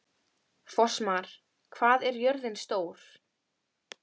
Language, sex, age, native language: Icelandic, female, 13, Icelandic